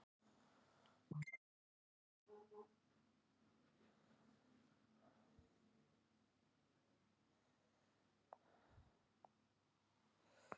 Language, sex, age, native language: Icelandic, female, 50-59, Icelandic